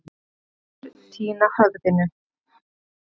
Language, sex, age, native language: Icelandic, female, 30-39, Icelandic